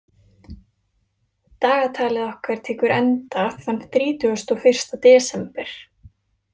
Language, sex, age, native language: Icelandic, female, 20-29, Icelandic